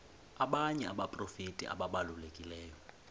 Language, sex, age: Xhosa, male, 20